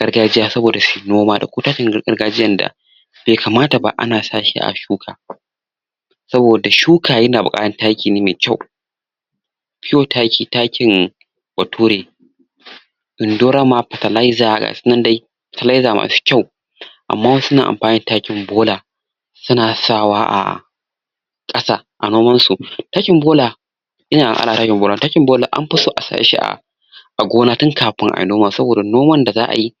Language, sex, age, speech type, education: Hausa, male, 46-60, spontaneous, tertiary